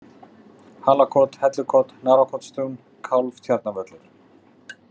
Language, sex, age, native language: Icelandic, male, 40-49, Icelandic